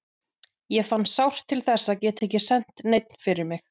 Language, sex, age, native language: Icelandic, female, 40-49, Icelandic